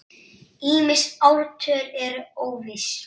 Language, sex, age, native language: Icelandic, male, 6, Icelandic